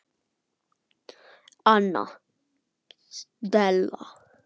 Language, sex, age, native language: Icelandic, male, 9, Icelandic